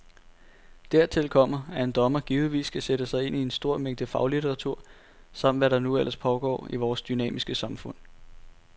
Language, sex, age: Danish, male, 18